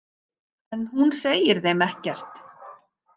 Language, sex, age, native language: Icelandic, female, 50-59, Icelandic